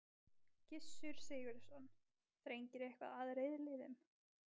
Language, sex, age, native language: Icelandic, female, 20-29, Icelandic